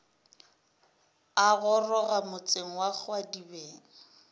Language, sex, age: Northern Sotho, female, 27